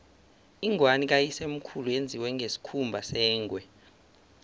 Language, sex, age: South Ndebele, male, 24